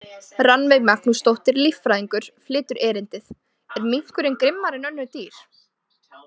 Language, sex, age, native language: Icelandic, female, 20-29, Icelandic